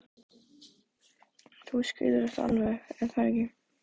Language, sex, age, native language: Icelandic, male, 12, Icelandic